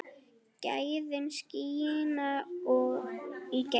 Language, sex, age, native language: Icelandic, female, 8, Icelandic